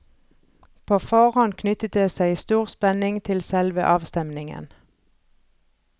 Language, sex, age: Norwegian, female, 43